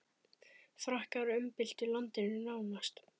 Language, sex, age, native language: Icelandic, male, 10, Icelandic